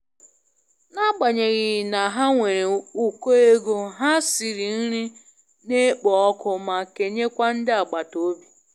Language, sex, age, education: Igbo, female, 15-29, tertiary